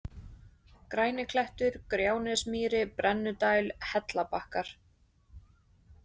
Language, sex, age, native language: Icelandic, female, 20-29, Icelandic